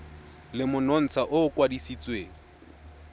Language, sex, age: Tswana, male, 22